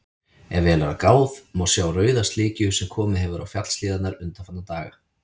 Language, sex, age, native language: Icelandic, male, 30-39, Icelandic